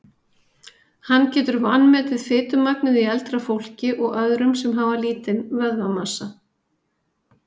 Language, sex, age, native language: Icelandic, female, 50-59, Icelandic